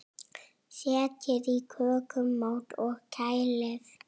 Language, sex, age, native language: Icelandic, female, 8, Icelandic